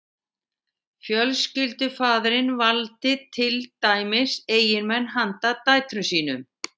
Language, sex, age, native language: Icelandic, female, 60-69, Icelandic